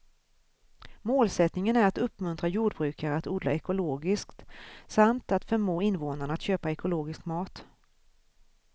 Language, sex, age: Swedish, female, 41